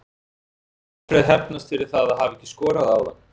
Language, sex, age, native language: Icelandic, male, 40-49, Icelandic